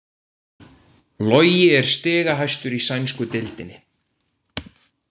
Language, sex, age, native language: Icelandic, male, 18-19, Icelandic